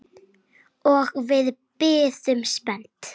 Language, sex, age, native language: Icelandic, female, 9, Icelandic